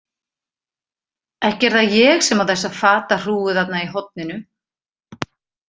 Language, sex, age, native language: Icelandic, female, 50-59, Icelandic